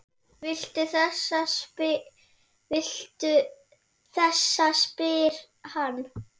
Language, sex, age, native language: Icelandic, female, 7, Icelandic